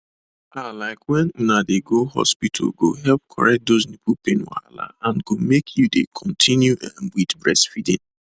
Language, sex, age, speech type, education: Nigerian Pidgin, male, 15-29, spontaneous, tertiary